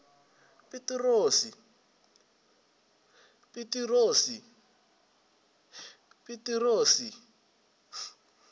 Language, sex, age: Venda, male, 20